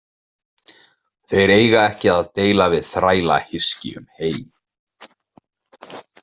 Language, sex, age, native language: Icelandic, male, 30-39, Icelandic